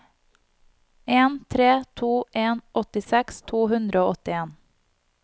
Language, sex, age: Norwegian, female, 25